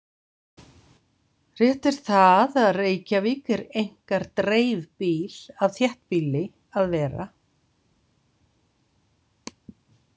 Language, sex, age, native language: Icelandic, female, 60-69, Icelandic